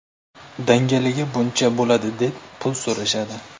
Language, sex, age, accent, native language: Uzbek, male, 18-24, Namangan, Uzbek